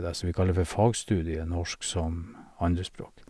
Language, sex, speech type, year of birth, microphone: Norwegian, male, spontaneous, 1951, Sennheiser